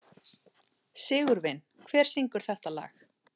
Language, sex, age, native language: Icelandic, male, 30-39, Icelandic